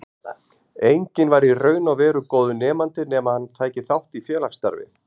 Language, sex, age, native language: Icelandic, male, 40-49, Icelandic